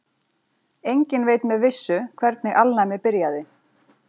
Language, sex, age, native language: Icelandic, female, 40-49, Icelandic